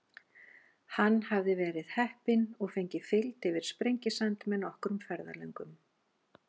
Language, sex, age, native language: Icelandic, female, 40-49, Icelandic